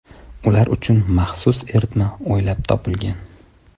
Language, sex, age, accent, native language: Uzbek, male, 25-34, Toshkent shahri, Uzbek